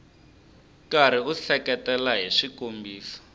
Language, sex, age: Tsonga, male, 25